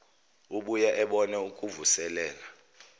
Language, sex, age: Zulu, male, 29